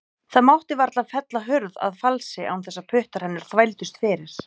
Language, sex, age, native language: Icelandic, female, 30-39, Icelandic